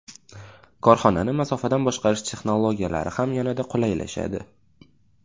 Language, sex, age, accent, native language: Uzbek, male, 18-24, Toshkent viloyati, Uzbek